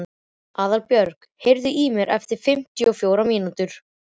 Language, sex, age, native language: Icelandic, male, 12, Icelandic